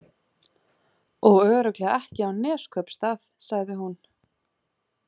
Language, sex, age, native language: Icelandic, female, 30-39, Icelandic